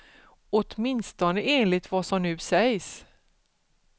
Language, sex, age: Swedish, female, 47